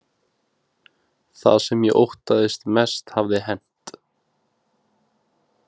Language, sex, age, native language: Icelandic, male, 20-29, Icelandic